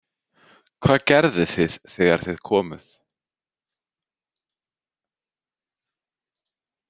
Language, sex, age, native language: Icelandic, male, 30-39, Icelandic